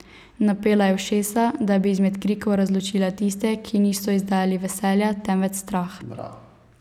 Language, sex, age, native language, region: Slovenian, female, 18-29, Slovenian, Savinja region